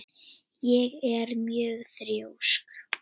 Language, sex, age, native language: Icelandic, female, 10, Icelandic